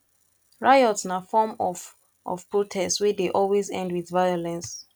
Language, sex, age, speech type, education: Nigerian Pidgin, female, 15-29, spontaneous, tertiary